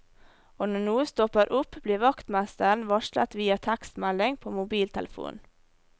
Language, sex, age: Norwegian, female, 18